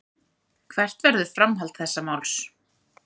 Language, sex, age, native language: Icelandic, female, 30-39, Icelandic